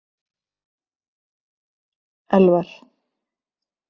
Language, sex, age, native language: Icelandic, female, 50-59, Icelandic